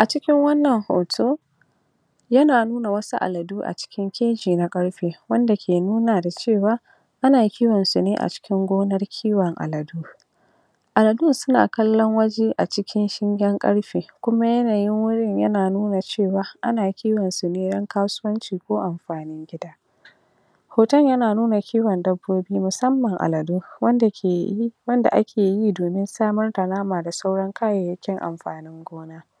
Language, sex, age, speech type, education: Hausa, female, 46-60, spontaneous, tertiary